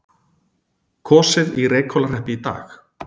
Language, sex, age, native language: Icelandic, male, 40-49, Icelandic